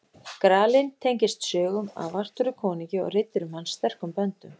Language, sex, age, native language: Icelandic, female, 30-39, Icelandic